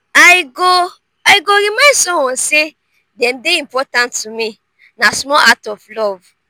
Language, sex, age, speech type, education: Nigerian Pidgin, female, 15-29, spontaneous, tertiary